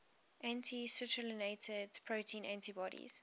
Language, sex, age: English, female, 18